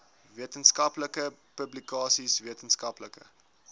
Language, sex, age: Afrikaans, male, 19